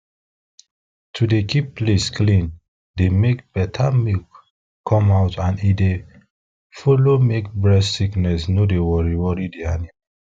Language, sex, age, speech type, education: Nigerian Pidgin, male, 15-29, spontaneous, tertiary